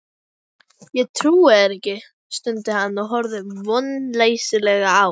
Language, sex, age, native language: Icelandic, female, 11, Icelandic